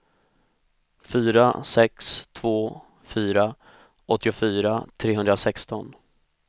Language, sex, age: Swedish, male, 25